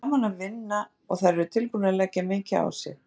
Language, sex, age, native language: Icelandic, female, 40-49, Icelandic